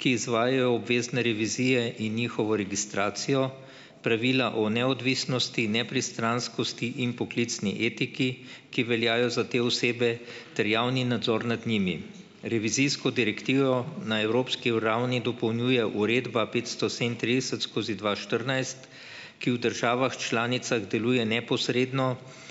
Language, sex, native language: Slovenian, male, Slovenian